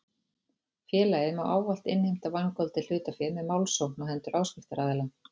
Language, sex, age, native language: Icelandic, female, 40-49, Icelandic